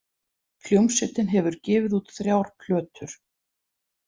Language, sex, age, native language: Icelandic, female, 40-49, Icelandic